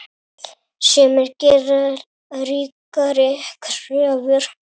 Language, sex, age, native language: Icelandic, male, 7, Icelandic